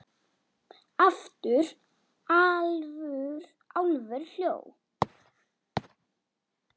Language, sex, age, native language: Icelandic, female, 10, Icelandic